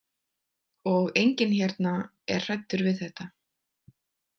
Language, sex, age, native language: Icelandic, female, 20-29, Icelandic